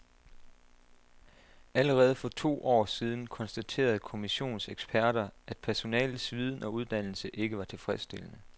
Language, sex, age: Danish, male, 27